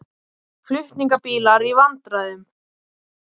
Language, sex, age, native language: Icelandic, male, 18-19, Icelandic